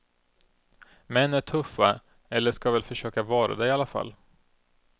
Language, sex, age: Swedish, male, 32